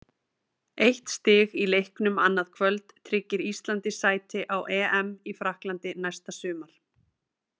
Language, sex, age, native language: Icelandic, female, 30-39, Icelandic